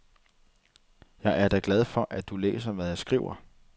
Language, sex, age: Danish, male, 30